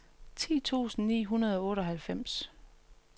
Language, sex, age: Danish, female, 45